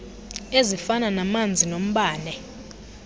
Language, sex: Xhosa, female